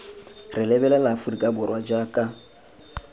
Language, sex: Tswana, male